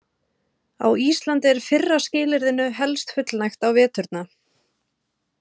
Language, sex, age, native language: Icelandic, female, 30-39, Icelandic